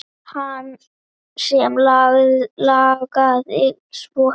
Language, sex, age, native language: Icelandic, female, 9, Icelandic